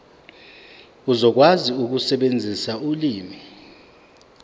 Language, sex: Zulu, male